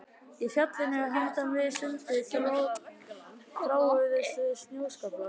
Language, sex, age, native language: Icelandic, male, 12, Icelandic